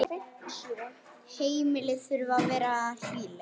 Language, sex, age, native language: Icelandic, female, 10, Icelandic